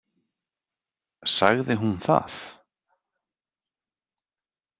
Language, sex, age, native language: Icelandic, male, 40-49, Icelandic